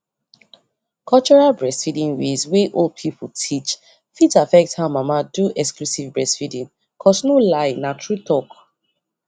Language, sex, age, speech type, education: Nigerian Pidgin, female, 15-29, spontaneous, tertiary